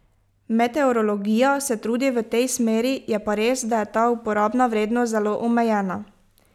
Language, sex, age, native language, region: Slovenian, female, 18-29, Slovenian, Pomurje region